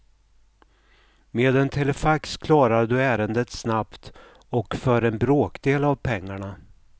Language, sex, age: Swedish, male, 55